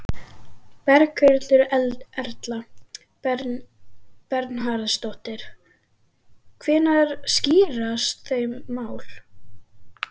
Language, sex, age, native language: Icelandic, female, 12, Icelandic